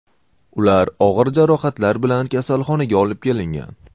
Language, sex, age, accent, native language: Uzbek, male, 18-24, Toshkent shahri, Uzbek